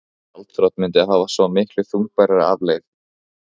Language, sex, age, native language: Icelandic, male, 15, Icelandic